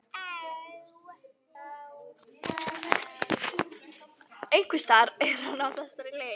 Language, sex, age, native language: Icelandic, female, 11, Icelandic